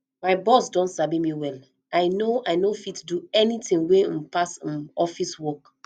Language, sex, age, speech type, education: Nigerian Pidgin, female, 30-45, spontaneous, tertiary